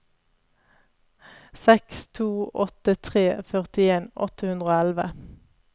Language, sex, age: Norwegian, female, 31